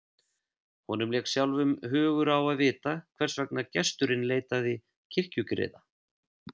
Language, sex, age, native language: Icelandic, male, 30-39, Icelandic